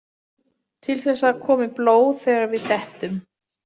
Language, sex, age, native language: Icelandic, female, 40-49, Icelandic